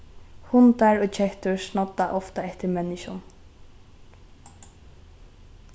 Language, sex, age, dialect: Faroese, female, 15-35, Norðurstreymoy/Eysturoy